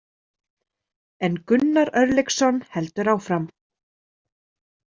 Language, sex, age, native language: Icelandic, female, 30-39, Icelandic